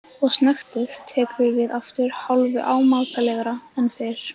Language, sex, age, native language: Icelandic, female, 15, Icelandic